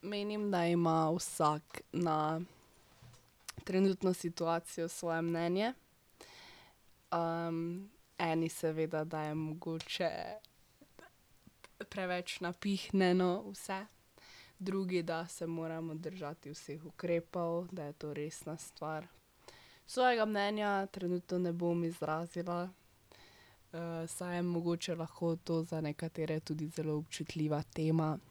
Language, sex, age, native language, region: Slovenian, female, 12-17, Slovenian, Drava region